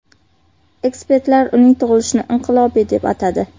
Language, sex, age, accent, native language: Uzbek, female, 18-24, Qashqadaryo, Uzbek